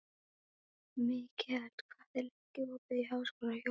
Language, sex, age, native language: Icelandic, female, 12, Icelandic